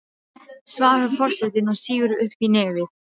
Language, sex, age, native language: Icelandic, female, 12, Serbo-Croatian